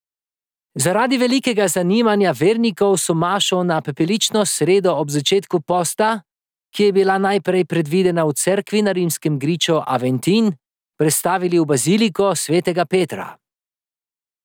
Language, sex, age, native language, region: Slovenian, male, 30-49, Slovenian, Drava region